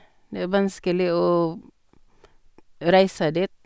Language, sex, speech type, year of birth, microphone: Norwegian, female, spontaneous, 1962, Sennheiser